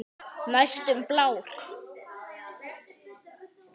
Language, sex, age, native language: Icelandic, male, 10, Icelandic